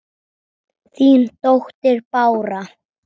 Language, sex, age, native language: Icelandic, male, 7, Icelandic